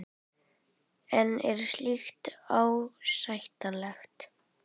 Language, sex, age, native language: Icelandic, female, 11, Icelandic